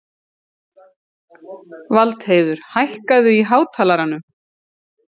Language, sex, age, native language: Icelandic, female, 40-49, Icelandic